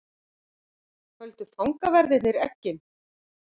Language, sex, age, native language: Icelandic, female, 50-59, Icelandic